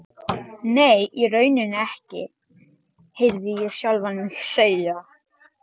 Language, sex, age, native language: Icelandic, male, 13, Icelandic